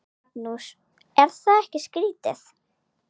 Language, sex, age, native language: Icelandic, female, 9, Icelandic